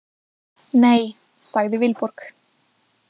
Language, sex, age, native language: Icelandic, female, 20-29, Icelandic